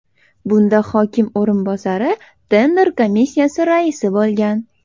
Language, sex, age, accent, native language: Uzbek, female, under 19, Toshkent shahri, Uzbek